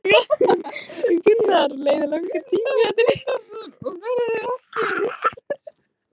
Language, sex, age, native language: Icelandic, female, 16, Icelandic